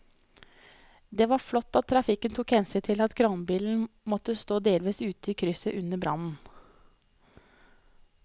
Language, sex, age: Norwegian, female, 30